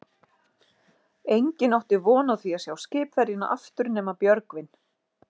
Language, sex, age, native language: Icelandic, female, 40-49, Icelandic